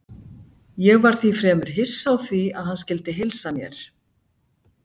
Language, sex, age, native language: Icelandic, female, 60-69, Icelandic